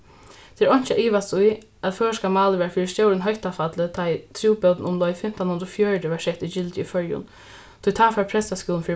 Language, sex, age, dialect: Faroese, female, 15-35, Norðuroyggjar